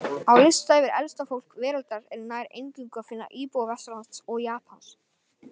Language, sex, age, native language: Icelandic, male, 18-19, Icelandic